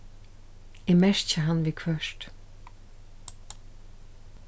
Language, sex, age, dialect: Faroese, female, 36-60, Suðurstreymoy